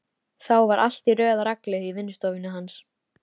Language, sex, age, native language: Icelandic, female, 13, Icelandic